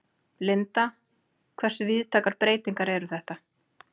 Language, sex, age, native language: Icelandic, female, 40-49, Icelandic